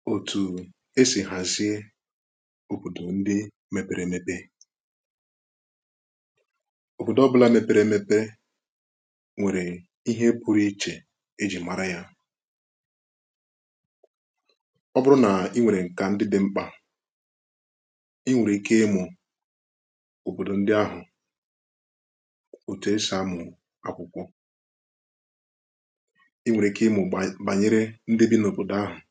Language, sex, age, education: Igbo, male, 15-29, tertiary